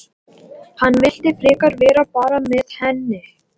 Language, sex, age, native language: Icelandic, male, 18-19, Latvian